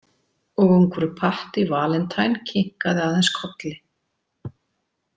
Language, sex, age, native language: Icelandic, female, 40-49, Icelandic